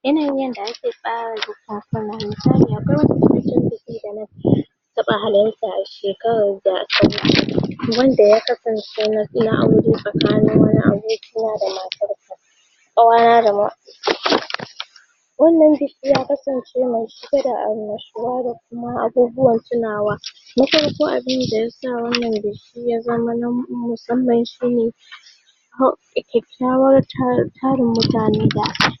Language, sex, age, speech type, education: Hausa, female, 15-29, spontaneous, tertiary